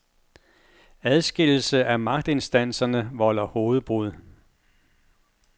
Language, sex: Danish, male